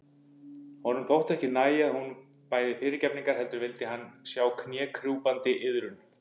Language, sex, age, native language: Icelandic, male, 50-59, Icelandic